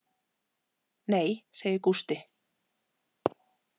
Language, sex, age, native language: Icelandic, female, 40-49, Icelandic